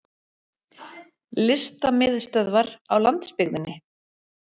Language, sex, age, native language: Icelandic, female, 40-49, Icelandic